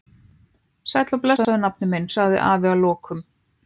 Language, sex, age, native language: Icelandic, other, 15, Icelandic